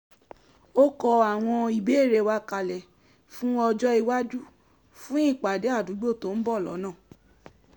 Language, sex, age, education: Yoruba, female, 15-29, tertiary